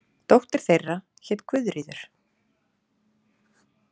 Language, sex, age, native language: Icelandic, female, 30-39, Icelandic